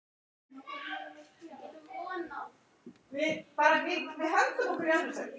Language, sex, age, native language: Icelandic, male, 18-19, Icelandic